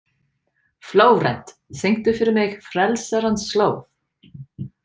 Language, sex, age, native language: Icelandic, female, 40-49, English